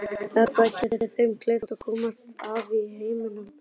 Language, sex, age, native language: Icelandic, male, 12, Icelandic